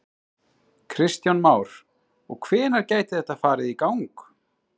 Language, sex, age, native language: Icelandic, male, 30-39, Icelandic